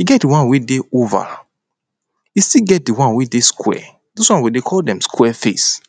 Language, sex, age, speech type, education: Nigerian Pidgin, male, 30-45, spontaneous, tertiary